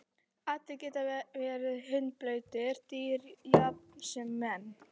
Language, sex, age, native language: Icelandic, female, 40-49, Icelandic